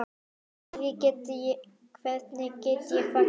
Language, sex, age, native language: Icelandic, female, 9, Icelandic